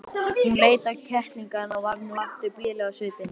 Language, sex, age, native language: Icelandic, male, 20-29, Icelandic